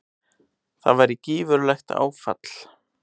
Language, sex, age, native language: Icelandic, male, 18-19, Icelandic